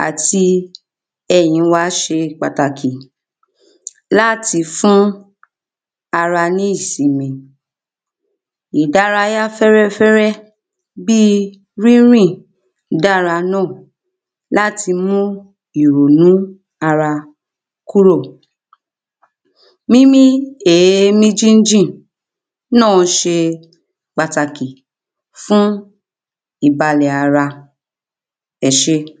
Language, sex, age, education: Yoruba, female, 30-45, primary